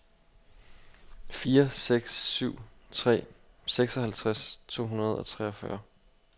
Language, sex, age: Danish, male, 25